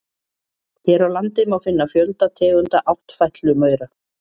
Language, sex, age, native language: Icelandic, female, 40-49, Icelandic